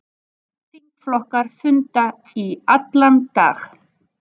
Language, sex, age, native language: Icelandic, female, 40-49, Icelandic